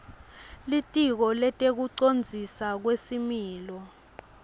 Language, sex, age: Swati, female, 22